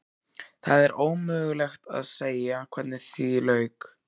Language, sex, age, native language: Icelandic, male, 14, Icelandic